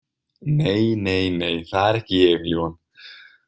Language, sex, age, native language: Icelandic, male, 20-29, Icelandic